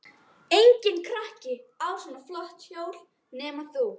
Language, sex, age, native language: Icelandic, female, 12, Icelandic